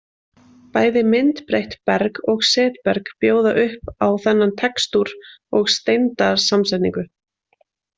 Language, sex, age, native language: Icelandic, female, 20-29, Icelandic